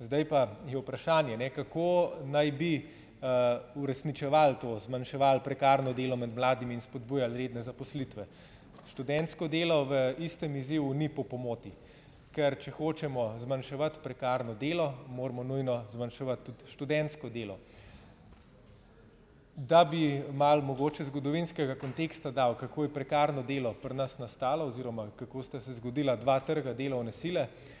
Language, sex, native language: Slovenian, male, Slovenian